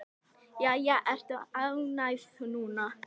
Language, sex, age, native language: Icelandic, female, 10, Icelandic